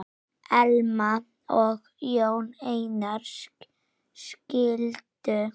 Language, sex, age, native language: Icelandic, female, 6, Icelandic